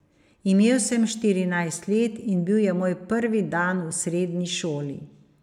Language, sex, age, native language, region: Slovenian, female, 50-59, Slovenian, Savinja region